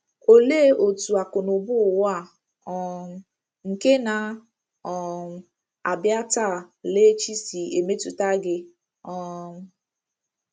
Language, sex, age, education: Igbo, female, 15-29, tertiary